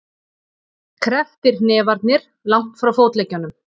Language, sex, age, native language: Icelandic, female, 40-49, Icelandic